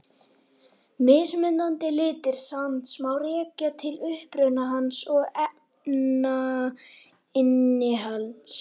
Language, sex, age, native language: Icelandic, female, 18-19, Icelandic